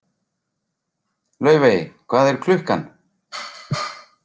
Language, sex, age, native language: Icelandic, male, 40-49, Icelandic